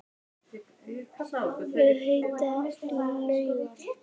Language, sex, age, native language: Icelandic, male, 10, Icelandic